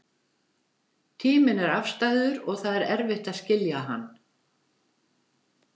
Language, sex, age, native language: Icelandic, female, 70-79, Icelandic